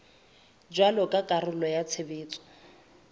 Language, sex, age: Southern Sotho, female, 24